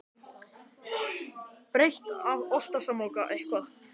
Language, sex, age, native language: Icelandic, male, 18-19, Icelandic